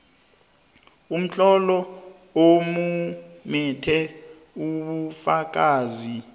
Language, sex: South Ndebele, male